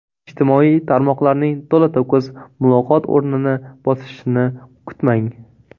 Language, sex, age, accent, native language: Uzbek, male, 18-24, Toshkent viloyati, Uzbek